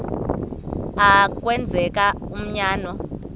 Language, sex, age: Xhosa, female, 24